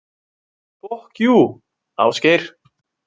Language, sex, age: Icelandic, male, 20-29